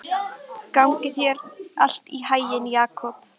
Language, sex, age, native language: Icelandic, female, 13, Icelandic